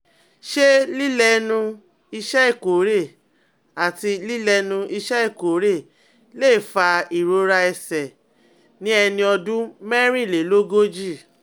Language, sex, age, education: Yoruba, female, 30-45, tertiary